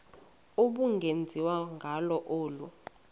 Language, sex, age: Xhosa, female, 20